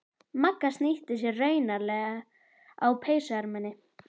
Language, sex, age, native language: Icelandic, female, 11, Icelandic